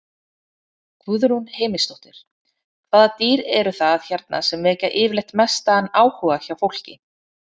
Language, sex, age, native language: Icelandic, female, 30-39, Icelandic